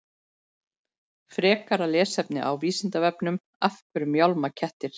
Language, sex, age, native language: Icelandic, female, 40-49, Icelandic